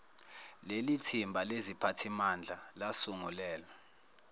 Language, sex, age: Zulu, male, 19